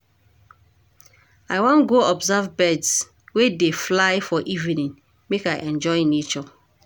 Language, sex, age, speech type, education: Nigerian Pidgin, female, 46-60, read, tertiary